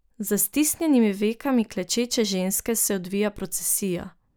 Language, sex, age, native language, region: Slovenian, female, 18-29, Slovenian, Drava region